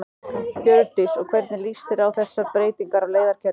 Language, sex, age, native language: Icelandic, male, 14, Icelandic